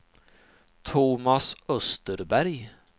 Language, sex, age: Swedish, male, 39